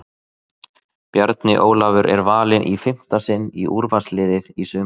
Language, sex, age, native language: Icelandic, male, 30-39, Icelandic